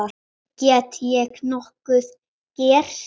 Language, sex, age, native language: Icelandic, male, 8, Icelandic